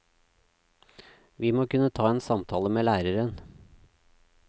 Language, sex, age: Norwegian, male, 36